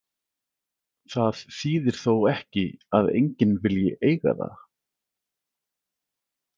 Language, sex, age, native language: Icelandic, male, 40-49, Icelandic